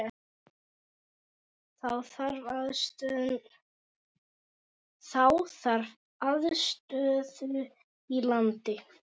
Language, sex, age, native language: Icelandic, female, 9, Icelandic